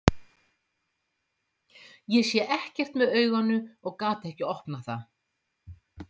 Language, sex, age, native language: Icelandic, female, 50-59, Icelandic